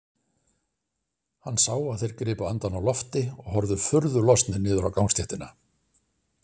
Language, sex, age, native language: Icelandic, male, 60-69, Icelandic